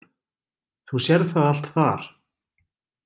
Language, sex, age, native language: Icelandic, male, 20-29, Icelandic